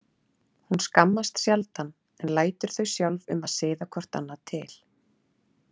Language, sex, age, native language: Icelandic, female, 30-39, Icelandic